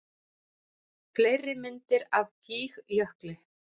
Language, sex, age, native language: Icelandic, male, 40-49, Icelandic